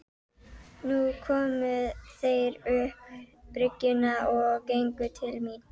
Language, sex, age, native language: Icelandic, female, 12, Icelandic